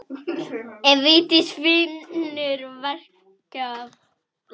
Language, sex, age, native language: Icelandic, male, 9, Icelandic